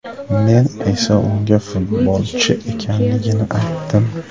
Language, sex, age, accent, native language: Uzbek, male, 25-34, Buxoro, Uzbek